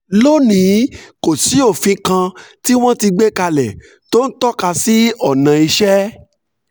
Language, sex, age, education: Yoruba, male, 46-60, tertiary